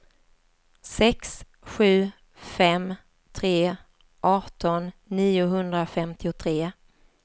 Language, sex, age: Swedish, female, 47